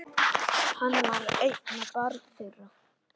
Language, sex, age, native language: Icelandic, male, 10, Icelandic